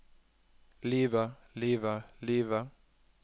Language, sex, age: Norwegian, male, 21